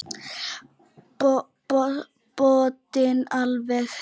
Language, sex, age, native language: Icelandic, female, 9, Icelandic